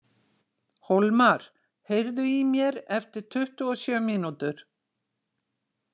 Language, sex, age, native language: Icelandic, female, 60-69, Icelandic